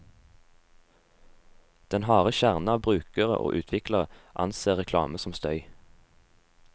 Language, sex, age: Norwegian, male, 18